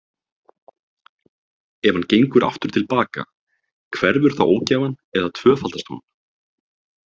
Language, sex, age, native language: Icelandic, male, 30-39, Icelandic